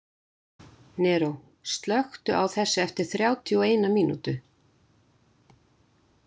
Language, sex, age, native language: Icelandic, female, 60-69, Icelandic